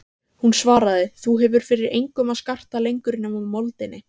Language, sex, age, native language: Icelandic, female, 15, Icelandic